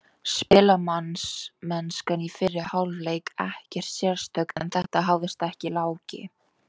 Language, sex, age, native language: Icelandic, female, 18-19, Icelandic